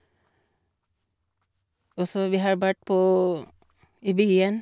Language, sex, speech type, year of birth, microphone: Norwegian, female, spontaneous, 1962, Shure